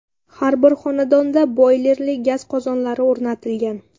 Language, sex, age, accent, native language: Uzbek, female, under 19, Samarqand, Uzbek